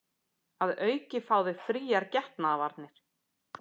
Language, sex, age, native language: Icelandic, female, 50-59, Icelandic